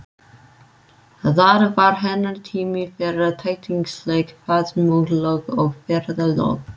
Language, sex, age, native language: Icelandic, female, 30-39, English